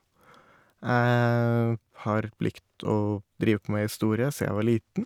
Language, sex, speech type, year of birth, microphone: Norwegian, male, spontaneous, 1989, Shure